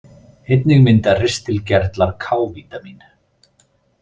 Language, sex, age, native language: Icelandic, male, 30-39, Icelandic